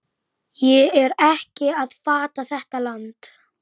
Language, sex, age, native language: Icelandic, male, 11, Icelandic